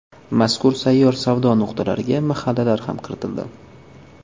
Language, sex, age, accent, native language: Uzbek, male, 19-29, Toshkent viloyati, Uzbek